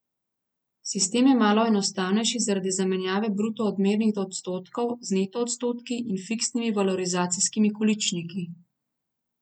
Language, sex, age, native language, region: Slovenian, female, 30-49, Slovenian, Gorenjska region